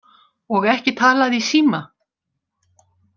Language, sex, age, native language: Icelandic, female, 60-69, Icelandic